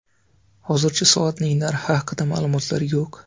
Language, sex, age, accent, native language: Uzbek, male, 25-34, Navoiy, Uzbek